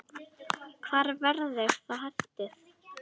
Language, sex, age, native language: Icelandic, female, 10, Icelandic